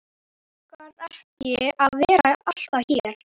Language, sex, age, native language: Icelandic, male, 11, Icelandic